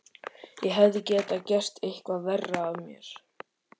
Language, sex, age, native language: Icelandic, male, 13, Icelandic